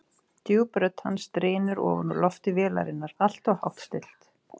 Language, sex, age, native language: Icelandic, female, 30-39, Icelandic